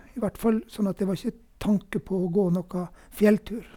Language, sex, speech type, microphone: Norwegian, male, spontaneous, Sennheiser